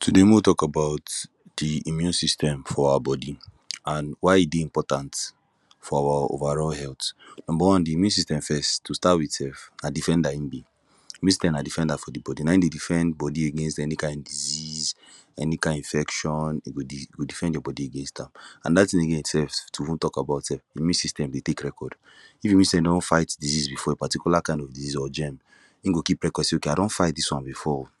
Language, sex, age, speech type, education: Nigerian Pidgin, male, 15-29, spontaneous, tertiary